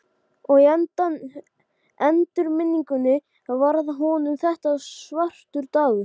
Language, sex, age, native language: Icelandic, male, 12, Icelandic